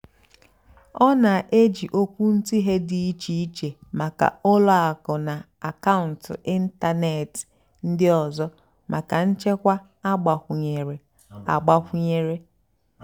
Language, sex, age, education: Igbo, female, 15-29, tertiary